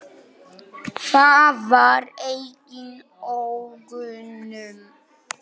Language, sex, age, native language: Icelandic, male, 9, Polish